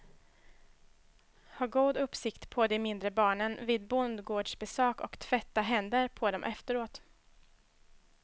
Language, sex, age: Swedish, female, 21